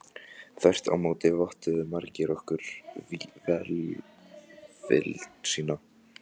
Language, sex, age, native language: Icelandic, other, 14, Icelandic